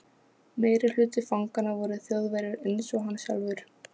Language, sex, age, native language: Icelandic, female, 15, Polish